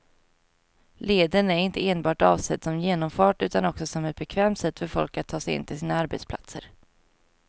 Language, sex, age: Swedish, female, 22